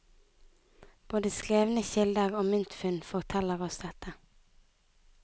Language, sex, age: Norwegian, female, 19